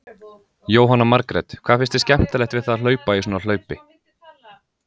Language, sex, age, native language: Icelandic, male, 20-29, Icelandic